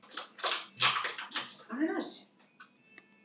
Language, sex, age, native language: Icelandic, female, 11, Icelandic